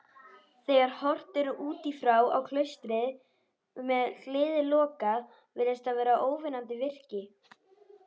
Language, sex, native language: Icelandic, female, Icelandic